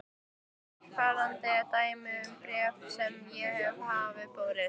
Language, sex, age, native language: Icelandic, female, 15, Icelandic